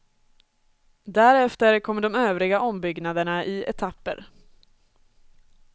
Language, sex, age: Swedish, female, 24